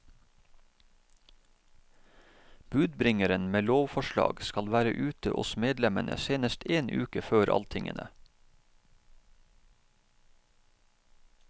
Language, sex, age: Norwegian, male, 31